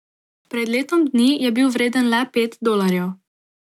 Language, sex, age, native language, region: Slovenian, female, 18-29, Slovenian, Drava region